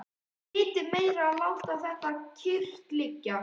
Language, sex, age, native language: Icelandic, female, 11, Icelandic